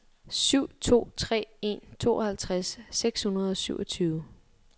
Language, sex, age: Danish, female, 23